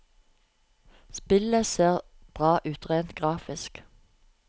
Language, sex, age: Norwegian, female, 45